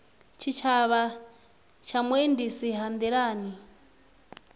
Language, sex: Venda, female